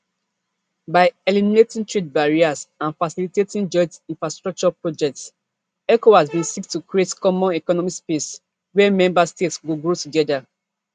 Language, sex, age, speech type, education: Nigerian Pidgin, female, 15-29, spontaneous, tertiary